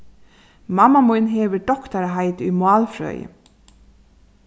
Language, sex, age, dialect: Faroese, female, 36-60, Suðurstreymoy